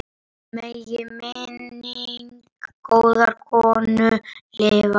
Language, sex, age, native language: Icelandic, male, 8, Icelandic